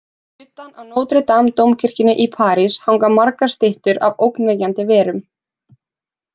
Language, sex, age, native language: Icelandic, female, 20-29, Icelandic